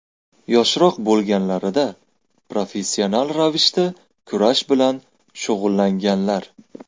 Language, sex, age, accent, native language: Uzbek, male, 18-24, Farg'ona, Uzbek